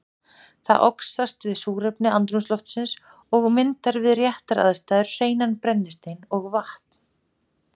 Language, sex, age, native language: Icelandic, female, 40-49, Icelandic